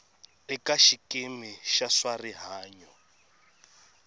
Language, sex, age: Tsonga, male, 26